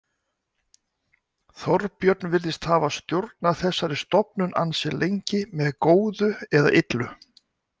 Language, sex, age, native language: Icelandic, male, 60-69, Icelandic